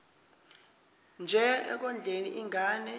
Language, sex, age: Zulu, male, 29